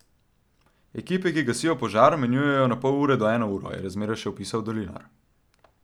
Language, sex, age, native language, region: Slovenian, male, 12-17, Slovenian, Central Slovenia